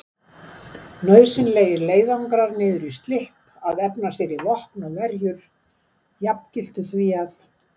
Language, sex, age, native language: Icelandic, female, 70-79, Icelandic